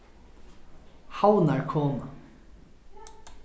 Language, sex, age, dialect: Faroese, male, 15-35, Norðurstreymoy/Eysturoy